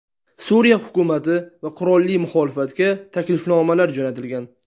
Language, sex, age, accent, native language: Uzbek, male, 19-29, Sirdaryo, Uzbek